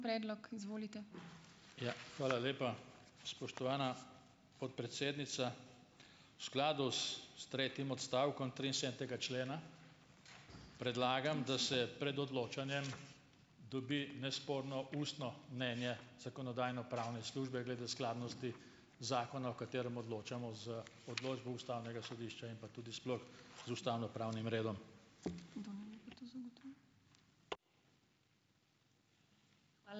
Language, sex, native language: Slovenian, male, Slovenian